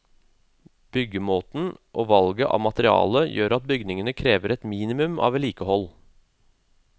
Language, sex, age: Norwegian, male, 36